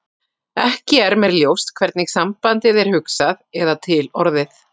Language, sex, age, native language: Icelandic, female, 40-49, Icelandic